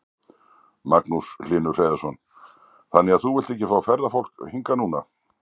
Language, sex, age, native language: Icelandic, male, 60-69, Icelandic